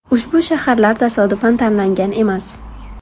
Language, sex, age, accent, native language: Uzbek, female, 18-24, Buxoro, Uzbek